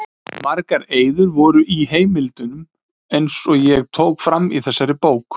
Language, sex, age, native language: Icelandic, male, 30-39, Icelandic